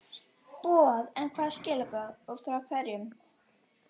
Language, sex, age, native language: Icelandic, female, 12, Icelandic